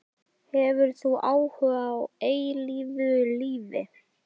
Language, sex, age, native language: Icelandic, male, 11, Icelandic